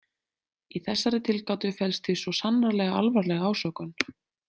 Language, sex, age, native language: Icelandic, female, 30-39, Icelandic